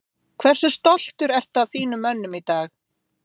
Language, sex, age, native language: Icelandic, female, 50-59, Icelandic